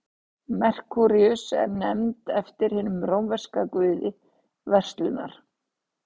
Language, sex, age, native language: Icelandic, female, 60-69, Icelandic